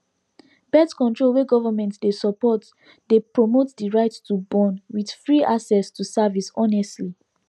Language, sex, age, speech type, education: Nigerian Pidgin, female, 15-29, spontaneous, tertiary